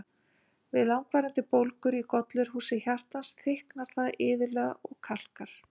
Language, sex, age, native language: Icelandic, female, 50-59, Icelandic